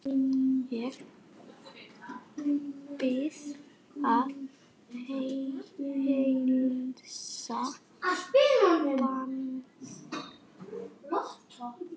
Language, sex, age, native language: Icelandic, male, 6, Icelandic